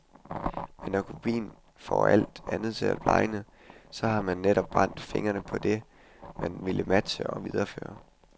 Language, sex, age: Danish, male, 21